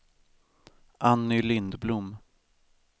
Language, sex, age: Swedish, male, 18